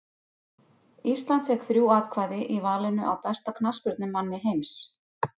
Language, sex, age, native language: Icelandic, female, 50-59, Icelandic